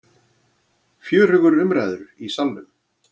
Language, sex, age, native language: Icelandic, male, 40-49, Icelandic